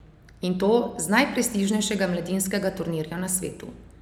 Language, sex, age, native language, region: Slovenian, female, 30-49, Slovenian, Savinja region